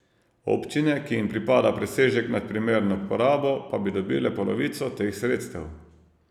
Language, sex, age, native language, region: Slovenian, male, 30-49, Slovenian, Savinja region